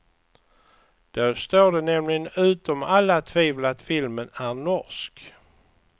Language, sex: Swedish, male